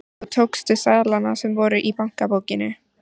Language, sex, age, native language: Icelandic, female, 14, Icelandic